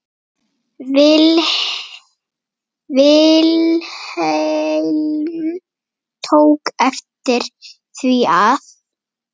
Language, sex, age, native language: Icelandic, female, 8, Icelandic